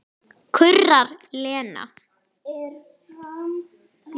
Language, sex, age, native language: Icelandic, female, 10, Icelandic